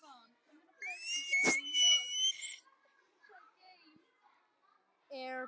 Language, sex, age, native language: Icelandic, male, 12, Icelandic